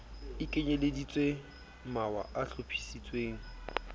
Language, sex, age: Southern Sotho, male, 27